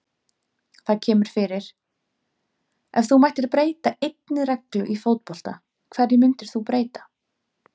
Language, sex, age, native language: Icelandic, female, 30-39, Icelandic